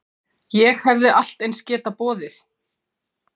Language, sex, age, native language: Icelandic, female, 40-49, Icelandic